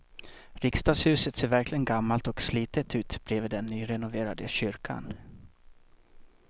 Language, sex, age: Swedish, male, 37